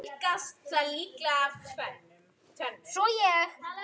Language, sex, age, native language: Icelandic, female, 10, Icelandic